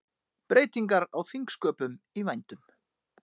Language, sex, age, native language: Icelandic, male, 30-39, Icelandic